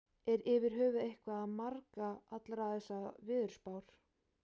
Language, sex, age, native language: Icelandic, female, 18-19, Icelandic